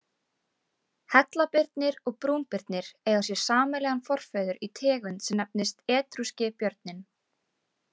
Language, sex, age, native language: Icelandic, female, 18-19, Icelandic